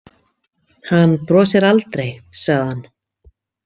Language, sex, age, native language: Icelandic, female, 50-59, Icelandic